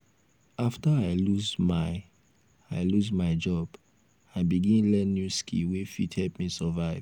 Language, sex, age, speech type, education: Nigerian Pidgin, male, 15-29, spontaneous, tertiary